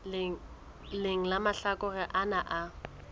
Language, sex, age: Southern Sotho, female, 20